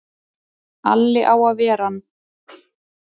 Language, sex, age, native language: Icelandic, female, 30-39, Icelandic